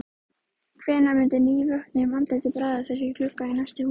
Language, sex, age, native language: Icelandic, female, 13, Icelandic